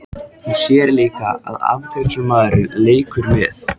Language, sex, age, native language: Icelandic, male, 14, Icelandic